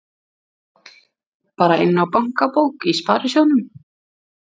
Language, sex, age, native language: Icelandic, female, 40-49, Icelandic